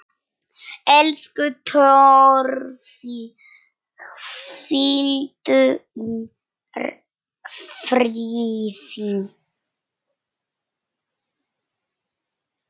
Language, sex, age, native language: Icelandic, female, 9, Polish